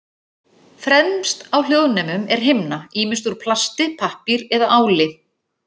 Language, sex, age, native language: Icelandic, female, 40-49, Icelandic